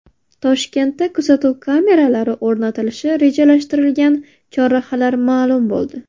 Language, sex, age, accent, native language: Uzbek, female, 19-29, Navoiy, Uzbek